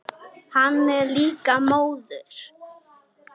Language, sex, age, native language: Icelandic, male, 9, Icelandic